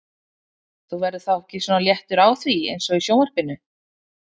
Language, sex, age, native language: Icelandic, female, 30-39, Icelandic